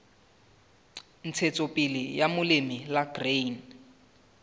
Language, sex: Southern Sotho, male